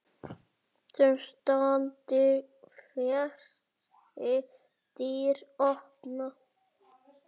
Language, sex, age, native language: Icelandic, male, 7, Icelandic